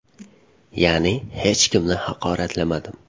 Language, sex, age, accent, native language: Uzbek, male, 18-24, Farg'ona, Uzbek